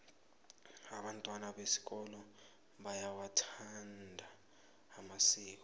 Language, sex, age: South Ndebele, male, 20